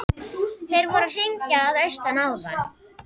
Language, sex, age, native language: Icelandic, female, 11, Icelandic